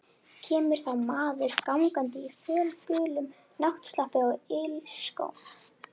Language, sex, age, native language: Icelandic, female, 11, Icelandic